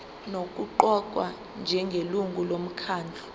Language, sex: Zulu, female